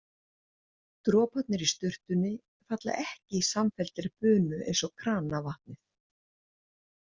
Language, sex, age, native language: Icelandic, female, 60-69, Icelandic